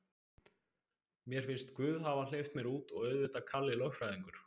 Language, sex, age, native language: Icelandic, male, 20-29, Icelandic